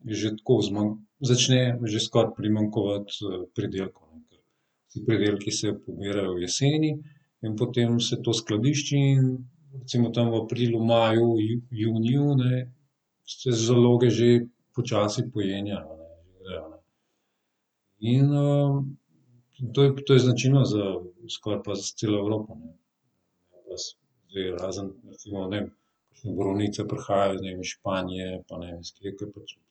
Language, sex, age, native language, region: Slovenian, male, 30-49, Slovenian, Southeast Slovenia